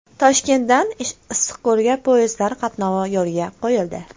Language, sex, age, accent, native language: Uzbek, female, under 19, Toshkent viloyati, Uzbek